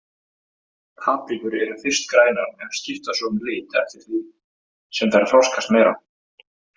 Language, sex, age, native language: Icelandic, male, 18-19, Icelandic